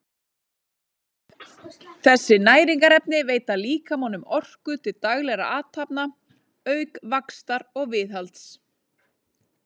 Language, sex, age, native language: Icelandic, female, 30-39, Icelandic